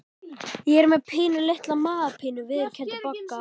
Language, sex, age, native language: Icelandic, male, 11, Icelandic